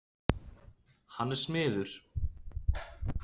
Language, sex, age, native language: Icelandic, male, 30-39, Icelandic